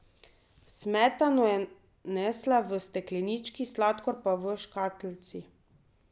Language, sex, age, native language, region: Slovenian, female, 30-49, Slovenian, Drava region